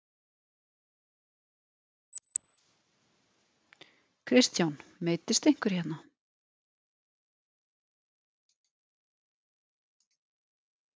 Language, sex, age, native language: Icelandic, female, 40-49, Icelandic